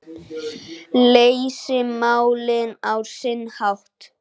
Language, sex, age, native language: Icelandic, male, 9, Icelandic